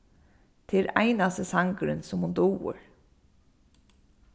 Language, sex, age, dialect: Faroese, female, 15-35, Suðurstreymoy